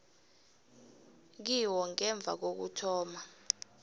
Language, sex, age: South Ndebele, female, 26